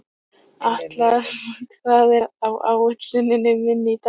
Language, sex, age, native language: Icelandic, female, 15, Icelandic